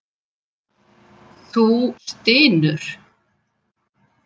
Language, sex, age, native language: Icelandic, female, 70-79, Icelandic